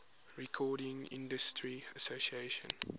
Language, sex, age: English, male, 21